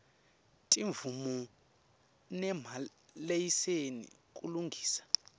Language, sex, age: Swati, male, 19